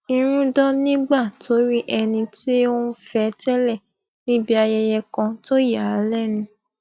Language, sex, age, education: Yoruba, female, 15-29, tertiary